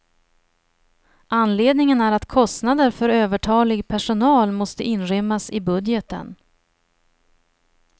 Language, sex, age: Swedish, female, 30